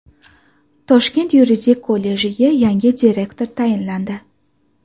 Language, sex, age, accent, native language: Uzbek, female, 18-24, Farg'ona, Uzbek